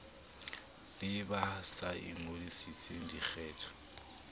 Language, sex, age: Southern Sotho, male, 26